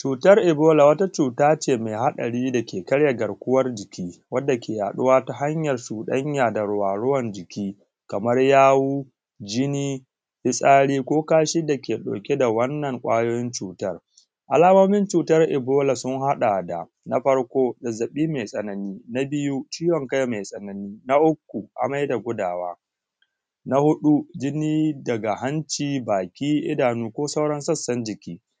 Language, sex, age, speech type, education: Hausa, male, 15-29, spontaneous, tertiary